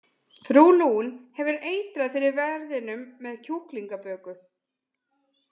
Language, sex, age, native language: Icelandic, female, 20-29, Icelandic